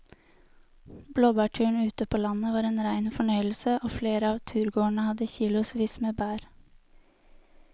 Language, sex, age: Norwegian, female, 23